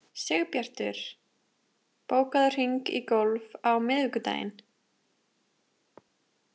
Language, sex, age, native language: Icelandic, female, 20-29, Icelandic